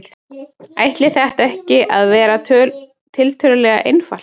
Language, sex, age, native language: Icelandic, female, 30-39, Icelandic